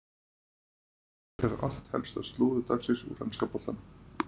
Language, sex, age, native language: Icelandic, male, 30-39, Icelandic